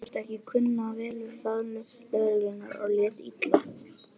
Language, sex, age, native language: Icelandic, male, 18-19, Icelandic